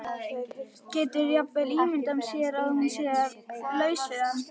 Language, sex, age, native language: Icelandic, female, 12, Icelandic